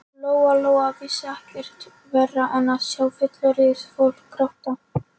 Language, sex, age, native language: Icelandic, female, 13, Polish